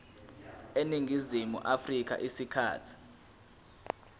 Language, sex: Zulu, male